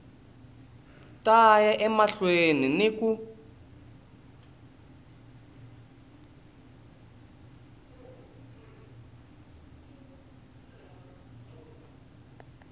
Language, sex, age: Tsonga, male, 20